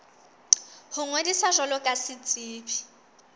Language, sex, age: Southern Sotho, female, 19